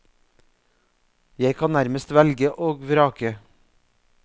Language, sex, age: Norwegian, male, 44